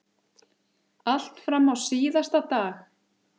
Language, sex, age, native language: Icelandic, male, 8, Icelandic